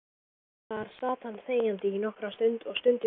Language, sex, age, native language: Icelandic, male, 11, Icelandic